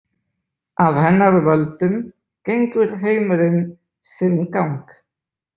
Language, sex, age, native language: Icelandic, male, 20-29, Icelandic